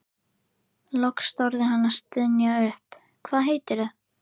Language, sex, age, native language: Icelandic, female, 11, Icelandic